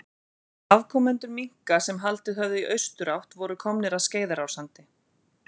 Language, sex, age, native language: Icelandic, female, 40-49, Icelandic